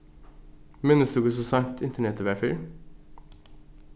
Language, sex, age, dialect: Faroese, male, 15-35, Norðuroyggjar